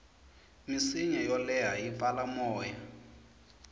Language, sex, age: Tsonga, male, 24